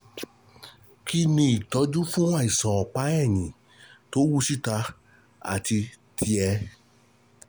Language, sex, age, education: Yoruba, male, 30-45, tertiary